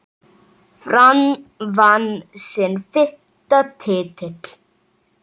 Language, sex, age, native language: Icelandic, male, 7, Icelandic